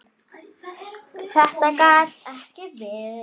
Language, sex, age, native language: Icelandic, female, 9, Icelandic